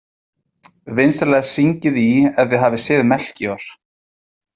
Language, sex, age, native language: Icelandic, male, 20-29, Icelandic